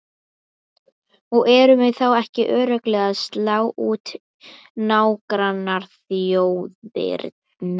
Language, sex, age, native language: Icelandic, female, 11, Icelandic